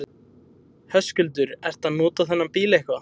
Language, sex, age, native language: Icelandic, male, 20-29, Icelandic